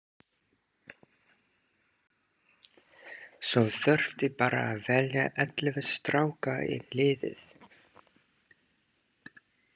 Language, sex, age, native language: Icelandic, male, 30-39, English